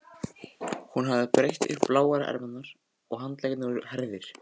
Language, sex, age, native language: Icelandic, male, 14, Icelandic